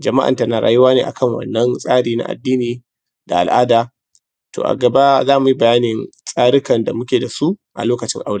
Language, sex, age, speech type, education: Hausa, male, 15-29, spontaneous, tertiary